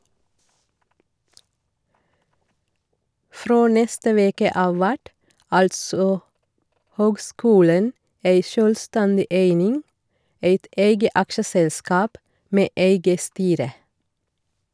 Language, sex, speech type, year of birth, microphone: Norwegian, female, read, 1969, Shure